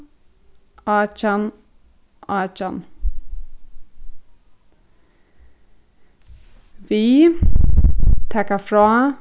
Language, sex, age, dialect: Faroese, female, 15-35, Suðurstreymoy